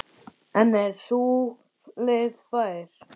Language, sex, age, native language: Icelandic, male, 10, Icelandic